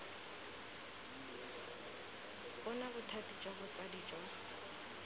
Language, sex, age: Tswana, female, 19